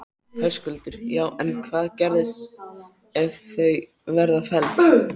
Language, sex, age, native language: Icelandic, male, 13, Icelandic